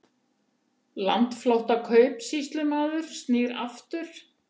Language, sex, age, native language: Icelandic, female, 70-79, Icelandic